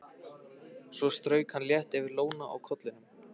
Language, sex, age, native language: Icelandic, male, 15, Icelandic